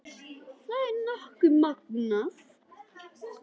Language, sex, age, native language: Icelandic, female, 10, Icelandic